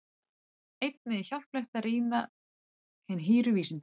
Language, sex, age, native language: Icelandic, female, 30-39, Icelandic